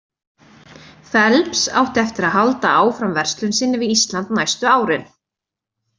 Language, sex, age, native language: Icelandic, female, 20-29, Icelandic